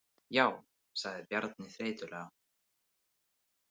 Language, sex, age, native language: Icelandic, male, 18-19, Icelandic